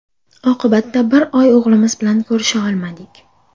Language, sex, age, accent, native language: Uzbek, female, 18-24, Andijon, Uzbek